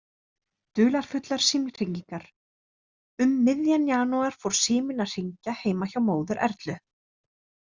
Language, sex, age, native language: Icelandic, female, 30-39, Icelandic